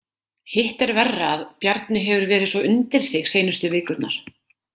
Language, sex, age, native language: Icelandic, female, 30-39, Icelandic